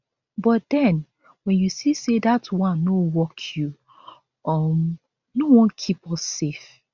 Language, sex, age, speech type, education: Nigerian Pidgin, female, 15-29, spontaneous, tertiary